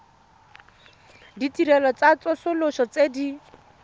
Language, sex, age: Tswana, female, 31